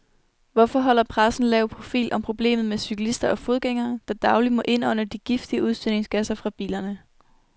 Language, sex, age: Danish, female, 21